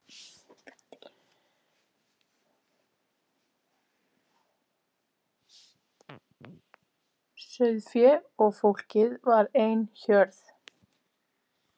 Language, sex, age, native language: Icelandic, female, 13, Icelandic